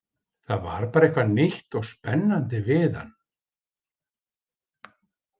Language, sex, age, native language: Icelandic, male, 50-59, Icelandic